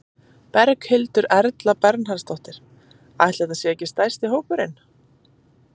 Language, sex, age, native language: Icelandic, female, 30-39, Icelandic